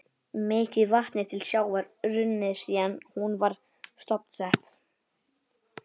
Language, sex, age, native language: Icelandic, male, 11, Icelandic